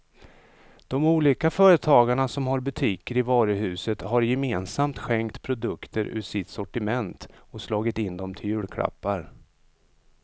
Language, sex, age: Swedish, male, 35